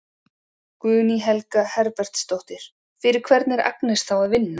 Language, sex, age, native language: Icelandic, female, 40-49, Icelandic